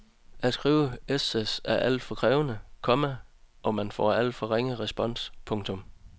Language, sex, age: Danish, male, 30